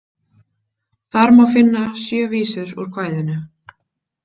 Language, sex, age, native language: Icelandic, female, 20-29, Icelandic